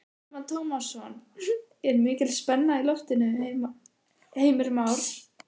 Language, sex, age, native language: Icelandic, female, 13, Icelandic